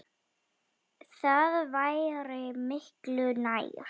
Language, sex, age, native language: Icelandic, female, 9, Icelandic